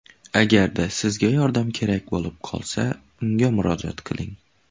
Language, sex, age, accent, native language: Uzbek, male, under 19, Xorazm, Uzbek